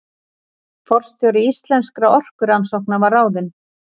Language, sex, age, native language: Icelandic, female, 40-49, Icelandic